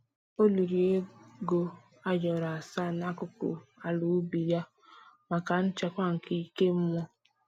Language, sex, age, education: Igbo, female, 15-29, tertiary